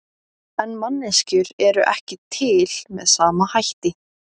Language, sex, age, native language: Icelandic, female, 17, Icelandic